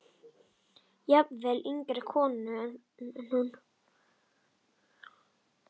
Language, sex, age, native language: Icelandic, male, 10, Icelandic